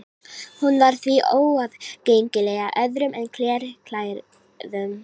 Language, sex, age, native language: Icelandic, female, 18-19, Icelandic